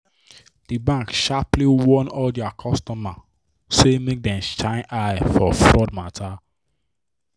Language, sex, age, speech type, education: Nigerian Pidgin, male, 15-29, spontaneous, tertiary